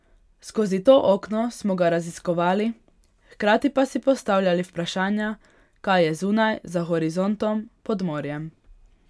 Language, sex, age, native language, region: Slovenian, female, 18-29, Hungarian, Pomurje region